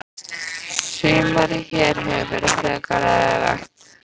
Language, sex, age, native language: Icelandic, female, 15, Icelandic